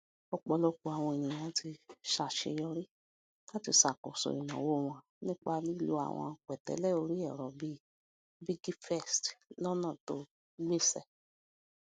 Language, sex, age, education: Yoruba, female, 46-60, tertiary